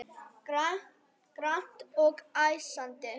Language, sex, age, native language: Icelandic, female, 10, Icelandic